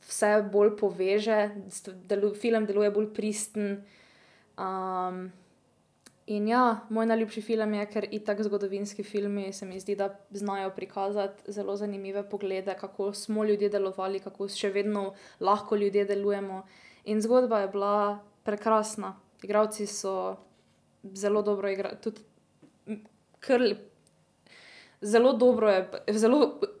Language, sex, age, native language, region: Slovenian, female, 18-29, Slovenian, Drava region